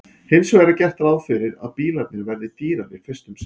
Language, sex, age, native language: Icelandic, male, 40-49, Icelandic